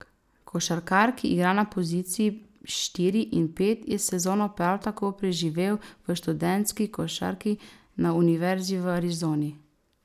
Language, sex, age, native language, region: Slovenian, female, 18-29, Slovenian, Savinja region